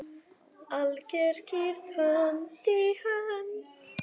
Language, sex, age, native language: Icelandic, female, 10, Icelandic